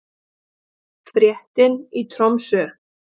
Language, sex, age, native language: Icelandic, female, 50-59, Icelandic